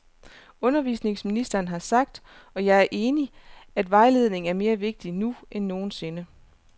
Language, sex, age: Danish, female, 29